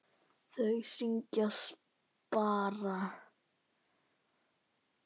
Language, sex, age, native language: Icelandic, female, 10, Icelandic